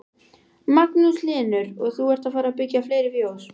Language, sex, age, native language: Icelandic, female, 12, Icelandic